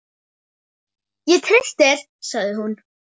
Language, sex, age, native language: Icelandic, female, 10, Icelandic